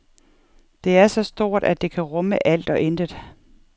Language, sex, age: Danish, female, 47